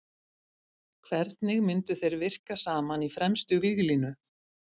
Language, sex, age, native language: Icelandic, female, 50-59, Icelandic